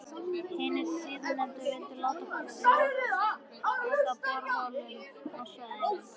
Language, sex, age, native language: Icelandic, female, 13, Icelandic